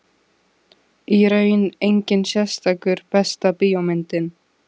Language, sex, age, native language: Icelandic, female, 15, Icelandic